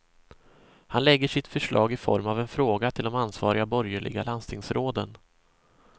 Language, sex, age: Swedish, male, 26